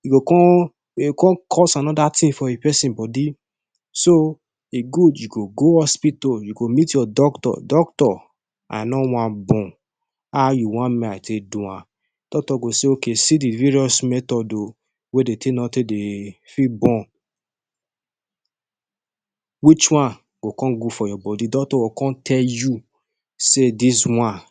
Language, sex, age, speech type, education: Nigerian Pidgin, male, 15-29, spontaneous, tertiary